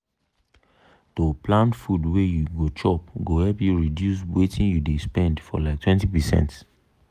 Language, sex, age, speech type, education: Nigerian Pidgin, male, 30-45, spontaneous, tertiary